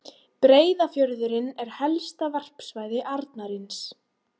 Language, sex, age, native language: Icelandic, female, 18-19, Icelandic